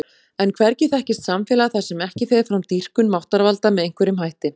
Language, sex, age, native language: Icelandic, female, 40-49, Icelandic